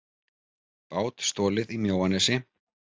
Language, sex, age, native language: Icelandic, male, 30-39, Icelandic